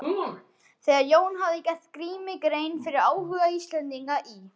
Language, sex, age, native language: Icelandic, other, 14, Icelandic